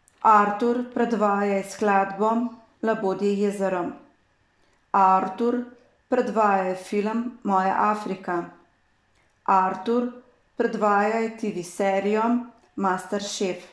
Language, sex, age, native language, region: Slovenian, female, 50-59, Slovenian, Savinja region